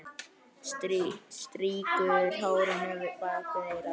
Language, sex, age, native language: Icelandic, male, 10, Icelandic